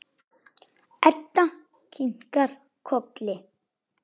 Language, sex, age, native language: Icelandic, male, 8, Icelandic